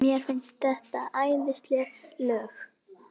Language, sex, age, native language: Icelandic, female, 8, Icelandic